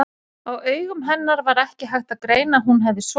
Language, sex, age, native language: Icelandic, female, 40-49, Icelandic